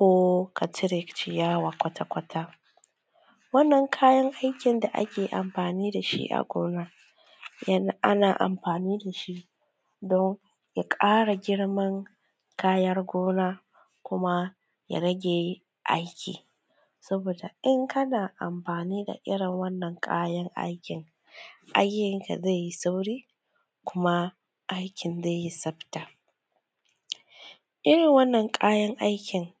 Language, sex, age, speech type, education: Hausa, female, 15-29, spontaneous, tertiary